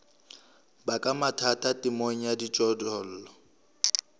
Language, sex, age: Southern Sotho, male, 26